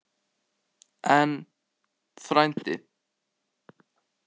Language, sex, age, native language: Icelandic, male, 18-19, Icelandic